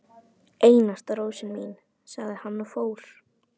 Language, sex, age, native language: Icelandic, female, 11, Icelandic